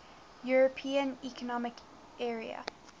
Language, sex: English, female